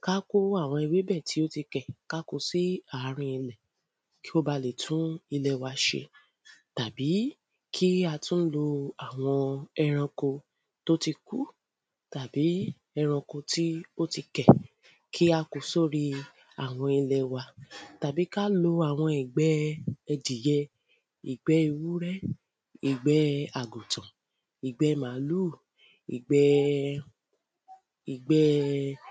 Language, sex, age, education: Yoruba, female, 30-45, tertiary